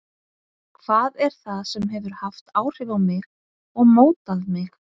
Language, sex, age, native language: Icelandic, female, 50-59, Icelandic